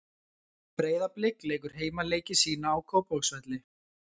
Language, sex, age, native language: Icelandic, male, 20-29, Icelandic